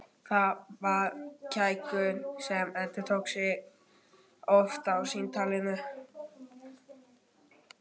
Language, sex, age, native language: Icelandic, male, 12, Icelandic